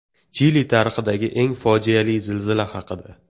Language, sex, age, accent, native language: Uzbek, male, 18-24, Toshkent viloyati, Uzbek